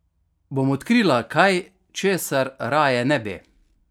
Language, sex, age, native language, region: Slovenian, male, 50-59, Slovenian, Carinthia region